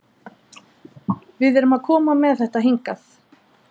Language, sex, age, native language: Icelandic, female, 30-39, Icelandic